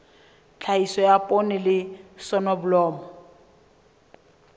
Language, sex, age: Southern Sotho, female, 23